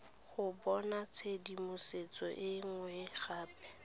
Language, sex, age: Tswana, female, 23